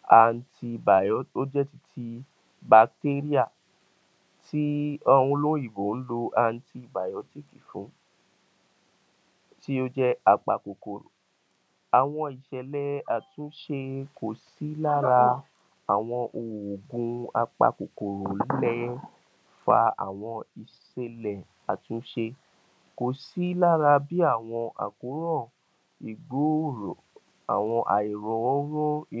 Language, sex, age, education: Yoruba, male, 46-60, tertiary